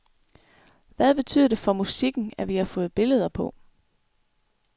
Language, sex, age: Danish, female, 24